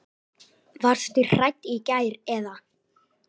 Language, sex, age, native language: Icelandic, male, 9, Icelandic